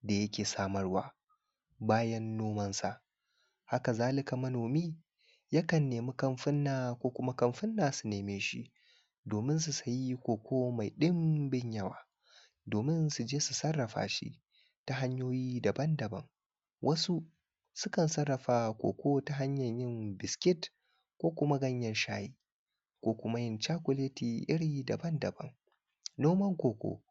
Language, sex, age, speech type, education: Hausa, male, 15-29, spontaneous, primary